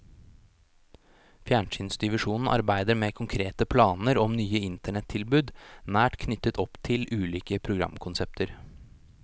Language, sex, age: Norwegian, male, 29